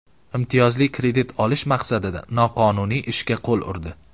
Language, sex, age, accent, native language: Uzbek, male, 18-24, Qashqadaryo, Uzbek